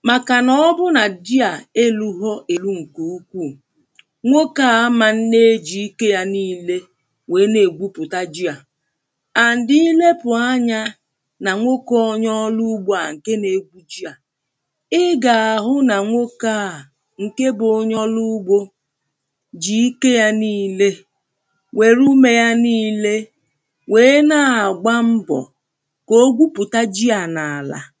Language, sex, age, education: Igbo, female, 30-45, primary